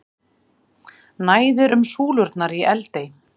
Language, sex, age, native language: Icelandic, female, 40-49, Icelandic